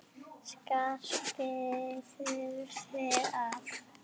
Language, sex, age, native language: Icelandic, female, 8, Icelandic